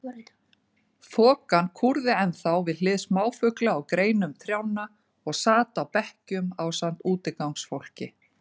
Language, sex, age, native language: Icelandic, female, 40-49, Icelandic